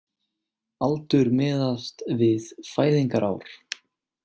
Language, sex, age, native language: Icelandic, male, 18-19, Icelandic